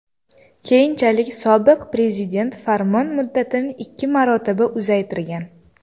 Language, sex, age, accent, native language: Uzbek, female, under 19, Toshkent shahri, Uzbek